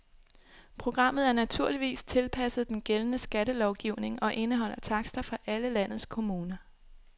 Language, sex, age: Danish, female, 26